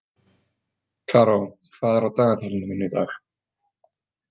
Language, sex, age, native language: Icelandic, male, 20-29, Icelandic